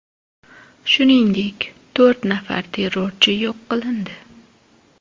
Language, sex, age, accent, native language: Uzbek, female, 25-34, Toshkent shahri, Uzbek